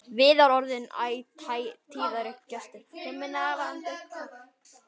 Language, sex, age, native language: Icelandic, male, 9, Icelandic